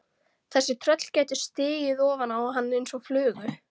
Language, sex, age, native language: Icelandic, female, 13, Icelandic